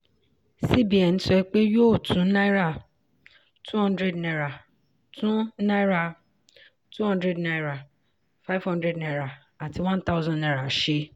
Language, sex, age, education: Yoruba, female, 15-29, tertiary